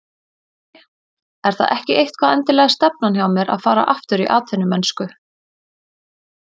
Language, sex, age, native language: Icelandic, female, 30-39, Icelandic